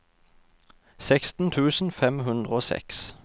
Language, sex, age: Norwegian, male, 32